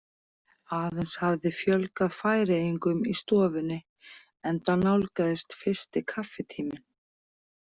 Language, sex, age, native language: Icelandic, female, 40-49, Icelandic